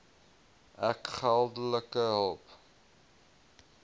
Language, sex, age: Afrikaans, male, 21